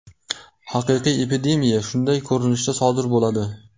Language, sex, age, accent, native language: Uzbek, male, 18-24, Qashqadaryo, Uzbek